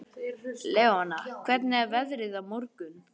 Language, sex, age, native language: Icelandic, male, 11, Icelandic